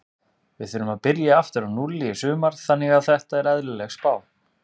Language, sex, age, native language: Icelandic, male, 30-39, Icelandic